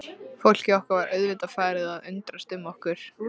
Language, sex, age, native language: Icelandic, female, 13, Icelandic